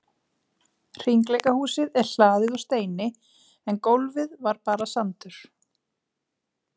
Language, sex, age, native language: Icelandic, female, 30-39, Icelandic